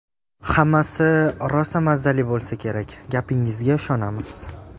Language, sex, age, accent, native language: Uzbek, male, 18-24, Jizzax, Uzbek